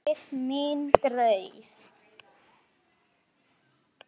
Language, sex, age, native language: Icelandic, male, 9, Icelandic